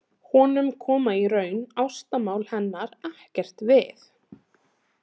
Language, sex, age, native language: Icelandic, female, 30-39, Icelandic